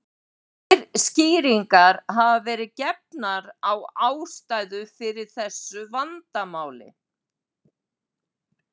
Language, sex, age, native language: Icelandic, female, 70-79, Icelandic